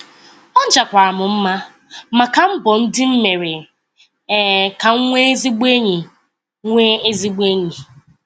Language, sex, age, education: Igbo, female, 15-29, tertiary